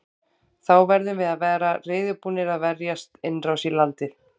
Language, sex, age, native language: Icelandic, female, 30-39, Icelandic